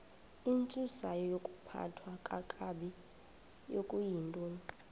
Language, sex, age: Xhosa, female, 26